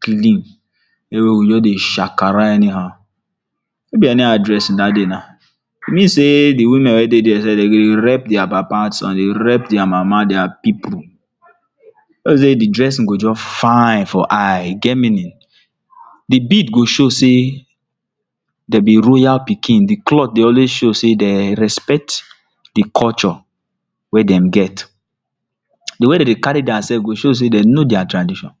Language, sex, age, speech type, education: Nigerian Pidgin, male, 46-60, spontaneous, tertiary